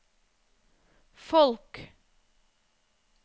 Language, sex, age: Norwegian, female, 34